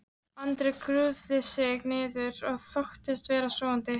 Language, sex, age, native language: Icelandic, female, 13, Icelandic